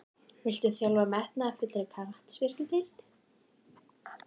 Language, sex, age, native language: Icelandic, female, 14, Icelandic